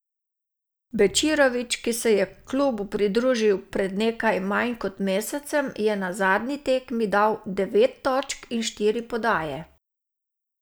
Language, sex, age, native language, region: Slovenian, female, 60+, Slovenian, Savinja region